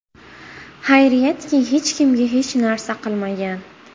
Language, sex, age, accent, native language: Uzbek, female, 18-24, Buxoro, Uzbek